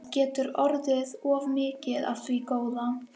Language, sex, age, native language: Icelandic, female, 11, Icelandic